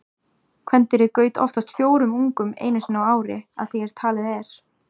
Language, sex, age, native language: Icelandic, female, 18-19, Icelandic